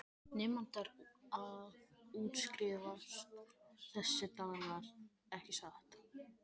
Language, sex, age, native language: Icelandic, male, 12, Icelandic